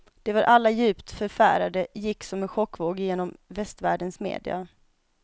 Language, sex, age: Swedish, female, 25